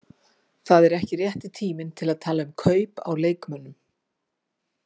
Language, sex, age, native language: Icelandic, female, 50-59, Icelandic